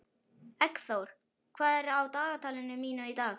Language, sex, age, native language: Icelandic, male, 11, Icelandic